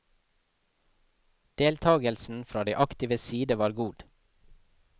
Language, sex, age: Norwegian, male, 24